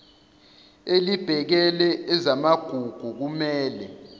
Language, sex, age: Zulu, male, 21